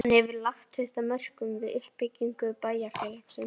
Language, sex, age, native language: Icelandic, male, 11, Icelandic